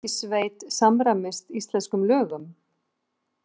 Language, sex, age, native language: Icelandic, female, 50-59, Icelandic